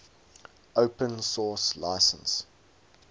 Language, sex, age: English, male, 19